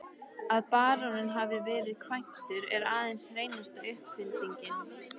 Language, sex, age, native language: Icelandic, female, 13, Icelandic